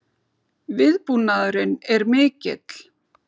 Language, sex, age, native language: Icelandic, female, 40-49, Icelandic